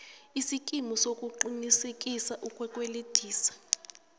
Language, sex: South Ndebele, female